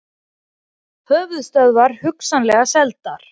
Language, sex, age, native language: Icelandic, female, 20-29, Icelandic